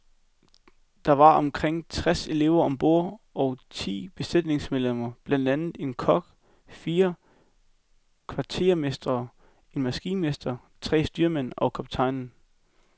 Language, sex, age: Danish, male, 21